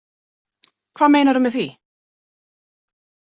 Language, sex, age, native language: Icelandic, female, 40-49, Icelandic